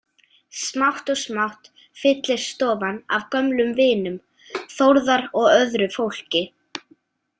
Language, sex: Icelandic, female